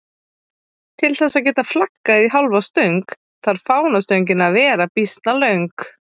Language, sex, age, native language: Icelandic, female, 30-39, Icelandic